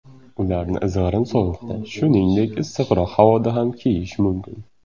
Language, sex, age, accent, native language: Uzbek, male, 18-24, Surxondaryo, Uzbek